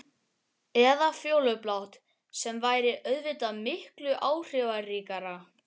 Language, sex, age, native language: Icelandic, male, 12, Icelandic